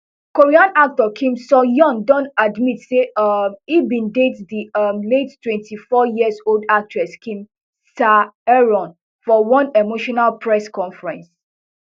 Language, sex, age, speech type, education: Nigerian Pidgin, female, 15-29, spontaneous, tertiary